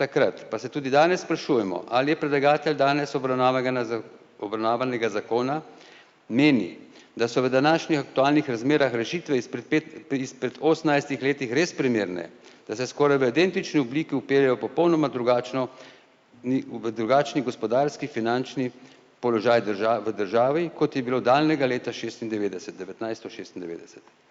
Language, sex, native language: Slovenian, male, Slovenian